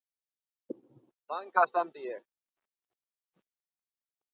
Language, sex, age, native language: Icelandic, male, 9, Icelandic